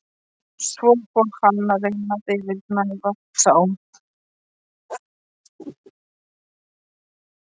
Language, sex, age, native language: Icelandic, male, 13, Polish